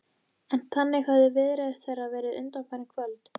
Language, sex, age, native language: Icelandic, female, 13, Icelandic